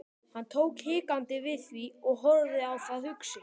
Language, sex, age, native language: Icelandic, male, 12, Icelandic